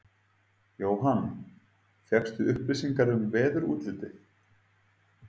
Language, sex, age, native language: Icelandic, male, 30-39, Icelandic